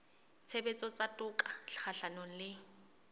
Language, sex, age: Southern Sotho, female, 20